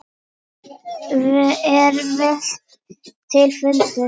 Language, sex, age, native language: Icelandic, female, 10, Icelandic